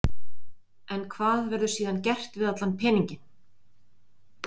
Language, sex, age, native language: Icelandic, female, 20-29, Icelandic